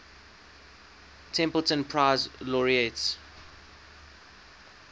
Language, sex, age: English, male, 19